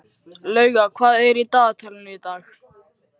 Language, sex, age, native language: Icelandic, male, 13, Icelandic